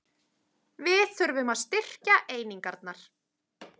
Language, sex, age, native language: Icelandic, female, 30-39, Icelandic